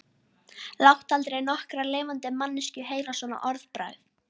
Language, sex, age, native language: Icelandic, female, 12, Icelandic